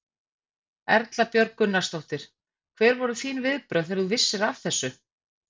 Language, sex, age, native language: Icelandic, female, 50-59, Icelandic